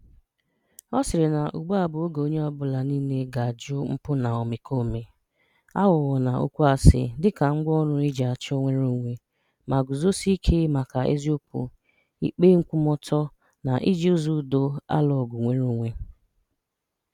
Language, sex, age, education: Igbo, female, 30-45, tertiary